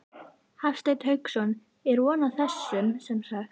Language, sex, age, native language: Icelandic, female, 11, Icelandic